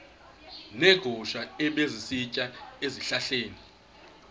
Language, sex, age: Xhosa, male, 21